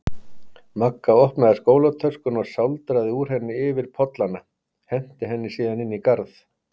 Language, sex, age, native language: Icelandic, male, 50-59, Icelandic